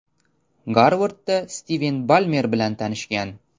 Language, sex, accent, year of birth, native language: Uzbek, male, Toshkent shahri, 2002, Uzbek